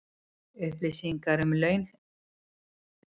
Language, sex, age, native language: Icelandic, female, 50-59, Icelandic